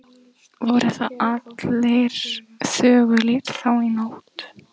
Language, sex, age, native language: Icelandic, female, 14, Icelandic